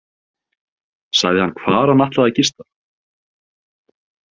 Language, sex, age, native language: Icelandic, male, 30-39, Icelandic